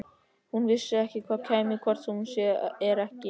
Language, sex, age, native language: Icelandic, male, 13, Icelandic